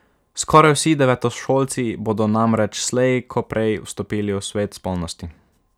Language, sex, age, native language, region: Slovenian, male, 12-17, Slovenian, Savinja region